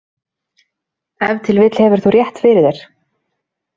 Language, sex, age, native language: Icelandic, female, 30-39, Icelandic